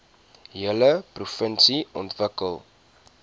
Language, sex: Afrikaans, male